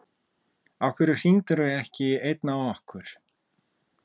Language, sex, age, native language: Icelandic, male, 30-39, Russian